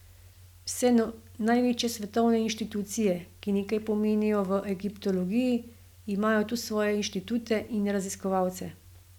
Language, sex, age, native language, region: Slovenian, female, 50-59, Slovenian, Gorenjska region